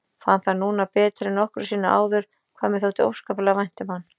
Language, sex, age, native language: Icelandic, female, 40-49, Icelandic